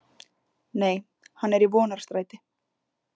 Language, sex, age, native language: Icelandic, female, 20-29, Icelandic